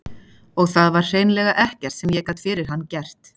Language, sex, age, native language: Icelandic, female, 40-49, Icelandic